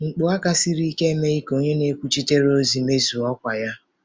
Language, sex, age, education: Igbo, female, 30-45, tertiary